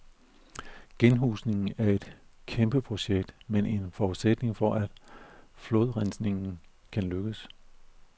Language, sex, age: Danish, male, 41